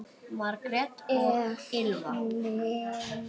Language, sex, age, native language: Icelandic, male, 6, Icelandic